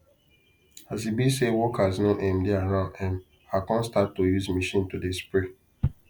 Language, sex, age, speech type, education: Nigerian Pidgin, male, 15-29, spontaneous, tertiary